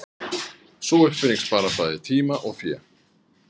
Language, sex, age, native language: Icelandic, male, 30-39, Icelandic